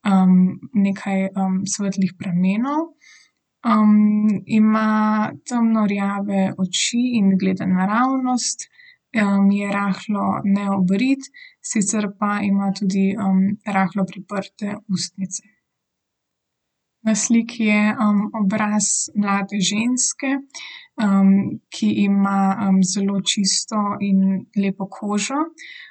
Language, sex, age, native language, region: Slovenian, female, 18-29, Slovenian, Southeast Slovenia